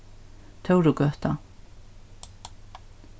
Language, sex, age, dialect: Faroese, female, 61+, Norðurstreymoy/Eysturoy